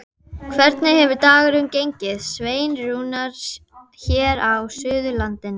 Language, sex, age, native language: Icelandic, female, 11, Icelandic